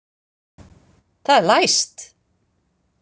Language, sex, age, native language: Icelandic, female, 50-59, Icelandic